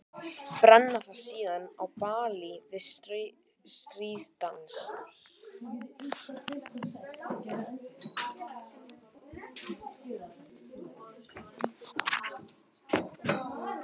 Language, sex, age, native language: Icelandic, male, 12, Icelandic